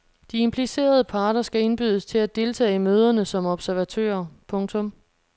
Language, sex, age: Danish, female, 26